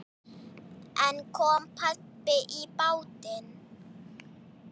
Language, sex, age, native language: Icelandic, female, 9, Icelandic